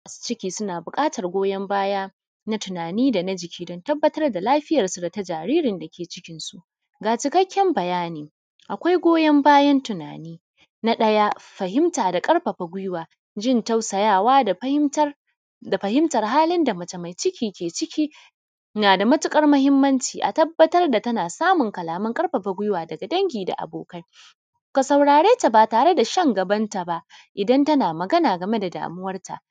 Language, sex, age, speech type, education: Hausa, female, 30-45, spontaneous, primary